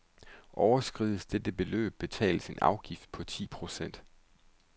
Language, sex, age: Danish, male, 31